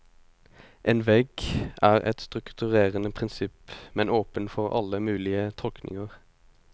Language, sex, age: Norwegian, male, 25